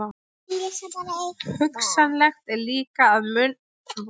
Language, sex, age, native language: Icelandic, female, 20-29, Icelandic